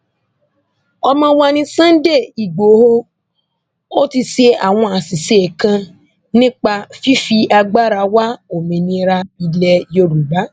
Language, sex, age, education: Yoruba, female, 15-29, tertiary